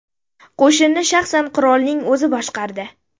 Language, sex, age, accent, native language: Uzbek, female, 19-29, Sirdaryo, Uzbek